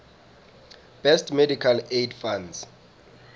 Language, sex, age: South Ndebele, male, 19